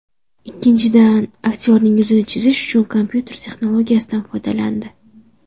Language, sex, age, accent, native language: Uzbek, female, under 19, Samarqand, Uzbek